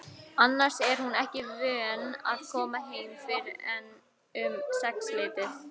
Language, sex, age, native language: Icelandic, female, 18-19, Icelandic